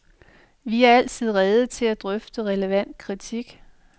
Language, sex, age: Danish, female, 45